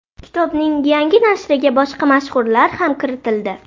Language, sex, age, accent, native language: Uzbek, female, 12-17, Buxoro, Uzbek